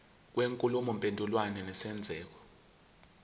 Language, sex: Zulu, male